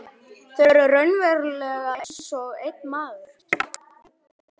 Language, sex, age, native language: Icelandic, male, 11, Icelandic